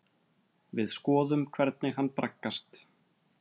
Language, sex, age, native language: Icelandic, male, 30-39, Icelandic